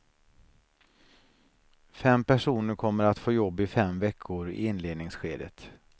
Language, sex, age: Swedish, male, 49